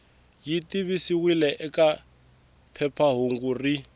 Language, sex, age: Tsonga, male, 24